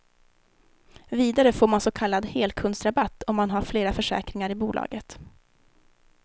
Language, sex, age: Swedish, female, 19